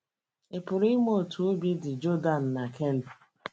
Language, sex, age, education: Igbo, female, 30-45, tertiary